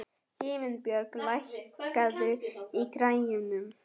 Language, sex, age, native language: Icelandic, female, 11, German